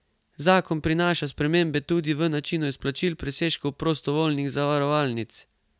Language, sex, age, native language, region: Slovenian, male, 18-29, Slovenian, Carinthia region